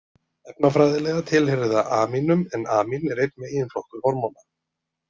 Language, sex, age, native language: Icelandic, male, 30-39, Icelandic